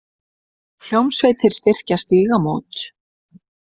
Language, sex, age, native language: Icelandic, female, 60-69, Icelandic